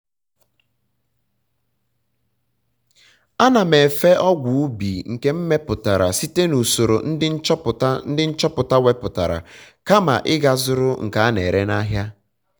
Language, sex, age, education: Igbo, male, 15-29, tertiary